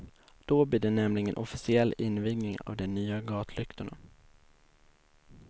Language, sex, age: Swedish, male, 19